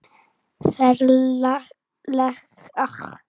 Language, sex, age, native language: Icelandic, female, 9, Icelandic